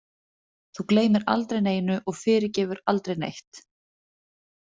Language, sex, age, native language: Icelandic, female, 30-39, Icelandic